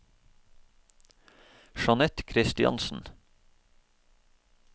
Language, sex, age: Norwegian, male, 31